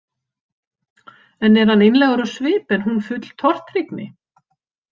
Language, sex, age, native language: Icelandic, female, 50-59, Icelandic